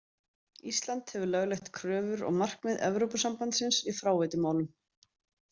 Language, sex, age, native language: Icelandic, female, 30-39, Icelandic